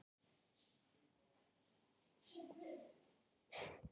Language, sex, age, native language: Icelandic, female, 40-49, Icelandic